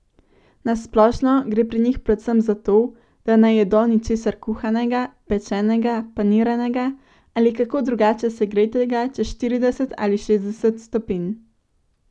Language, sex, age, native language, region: Slovenian, female, 18-29, Slovenian, Central Slovenia